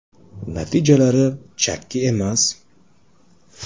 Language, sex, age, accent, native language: Uzbek, male, 35+, Toshkent shahri, Uzbek